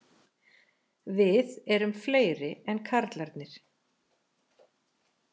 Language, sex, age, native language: Icelandic, female, 40-49, Icelandic